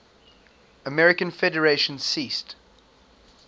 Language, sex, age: English, male, 22